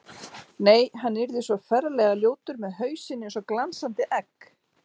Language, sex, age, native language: Icelandic, female, 40-49, Icelandic